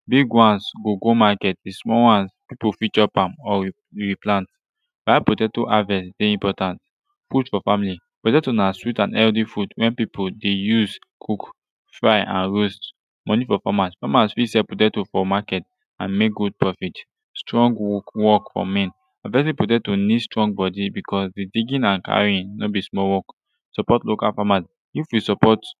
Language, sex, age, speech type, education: Nigerian Pidgin, male, 15-29, spontaneous, tertiary